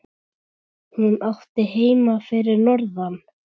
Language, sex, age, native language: Icelandic, male, 10, Icelandic